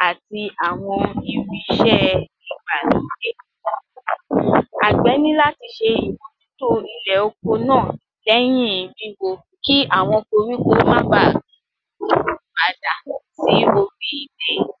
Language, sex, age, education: Yoruba, female, 46-60, tertiary